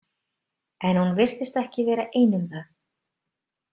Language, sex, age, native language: Icelandic, female, 30-39, Icelandic